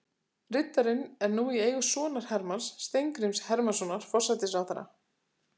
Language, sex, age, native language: Icelandic, female, 40-49, Icelandic